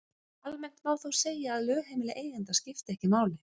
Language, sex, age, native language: Icelandic, female, 30-39, Icelandic